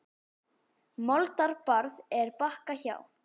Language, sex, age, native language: Icelandic, female, 10, Icelandic